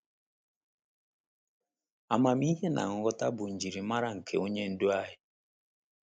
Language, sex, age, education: Igbo, male, 30-45, tertiary